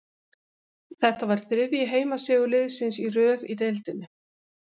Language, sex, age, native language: Icelandic, female, 50-59, Icelandic